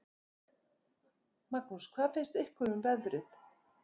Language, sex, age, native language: Icelandic, female, 50-59, Icelandic